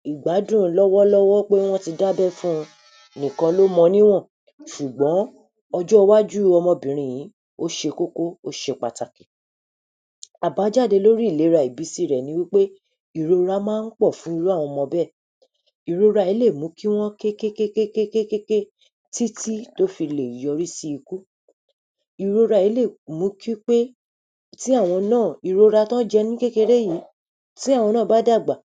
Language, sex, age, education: Yoruba, female, 30-45, tertiary